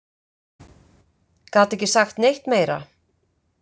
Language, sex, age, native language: Icelandic, female, 50-59, Icelandic